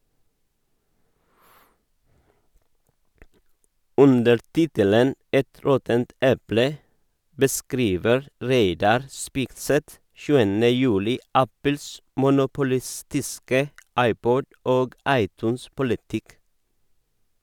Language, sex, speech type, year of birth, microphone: Norwegian, male, read, 1978, Sennheiser